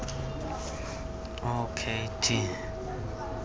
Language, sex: Xhosa, male